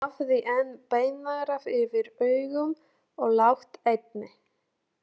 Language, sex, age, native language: Icelandic, female, 30-39, Polish